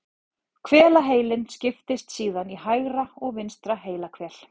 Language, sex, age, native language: Icelandic, female, 40-49, Icelandic